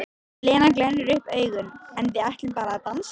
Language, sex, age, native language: Icelandic, female, 13, Icelandic